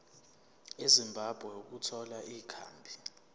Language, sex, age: Zulu, male, 24